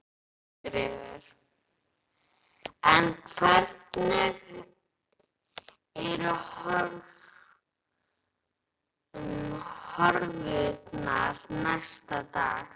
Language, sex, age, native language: Icelandic, female, 11, Icelandic